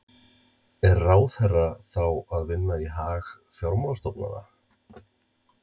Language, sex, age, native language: Icelandic, male, 30-39, Icelandic